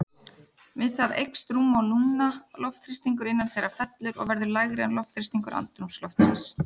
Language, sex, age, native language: Icelandic, female, 30-39, Icelandic